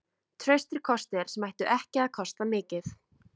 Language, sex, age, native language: Icelandic, female, 20-29, Icelandic